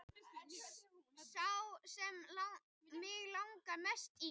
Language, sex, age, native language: Icelandic, female, 18-19, Icelandic